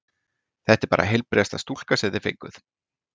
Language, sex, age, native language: Icelandic, male, 40-49, Icelandic